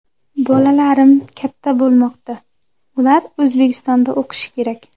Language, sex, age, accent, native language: Uzbek, female, 18-24, Andijon, Uzbek